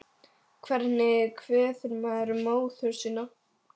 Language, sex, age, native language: Icelandic, female, 10, Icelandic